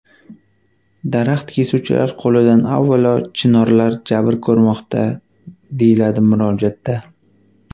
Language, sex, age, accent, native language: Uzbek, male, 19-29, Qashqadaryo, Uzbek